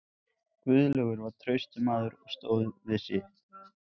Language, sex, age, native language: Icelandic, male, 14, Icelandic